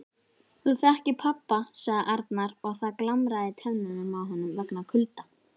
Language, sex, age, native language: Icelandic, female, 18-19, Icelandic